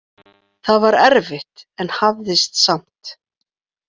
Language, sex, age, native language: Icelandic, female, 40-49, Icelandic